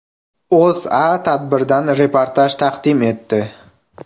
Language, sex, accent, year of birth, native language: Uzbek, male, Farg'ona, 2000, Uzbek